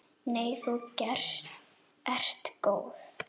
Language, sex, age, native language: Icelandic, female, 9, Icelandic